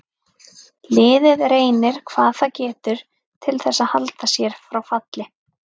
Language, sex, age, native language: Icelandic, female, 30-39, Icelandic